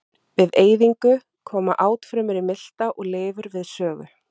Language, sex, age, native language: Icelandic, female, 30-39, Icelandic